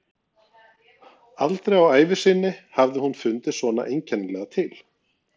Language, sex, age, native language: Icelandic, male, 40-49, Norwegian